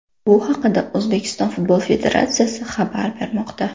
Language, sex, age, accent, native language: Uzbek, female, 18-24, Toshkent shahri, Uzbek